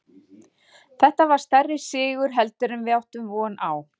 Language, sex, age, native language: Icelandic, female, 40-49, Icelandic